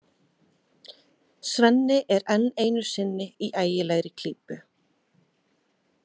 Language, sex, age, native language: Icelandic, female, 20-29, Icelandic